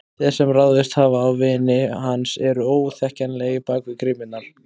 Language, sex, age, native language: Icelandic, male, 20-29, Icelandic